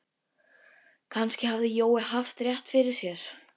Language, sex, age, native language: Icelandic, female, 12, Icelandic